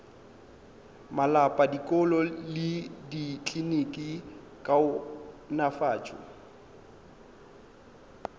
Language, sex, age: Northern Sotho, male, 22